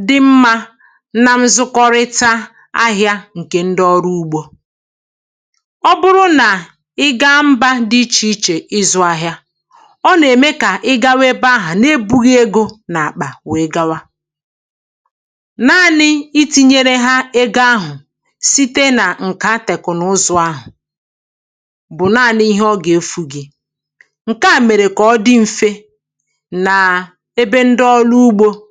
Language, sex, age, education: Igbo, female, 46-60, tertiary